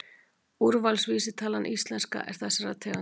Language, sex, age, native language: Icelandic, female, 40-49, Icelandic